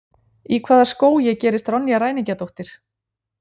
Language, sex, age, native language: Icelandic, female, 40-49, Icelandic